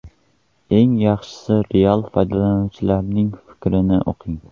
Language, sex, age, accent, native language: Uzbek, male, 12-17, Qoraqalpog'iston, Uzbek